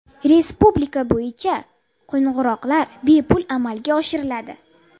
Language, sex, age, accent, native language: Uzbek, female, 30-39, Buxoro, Uzbek